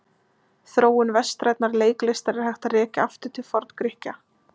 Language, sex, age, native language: Icelandic, female, 20-29, Icelandic